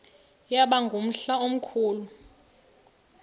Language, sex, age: Xhosa, female, 35